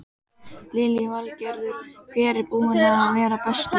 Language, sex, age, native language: Icelandic, female, 12, Icelandic